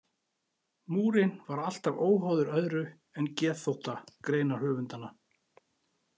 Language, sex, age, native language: Icelandic, male, 40-49, Icelandic